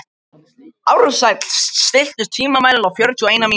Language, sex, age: Icelandic, other, 50-59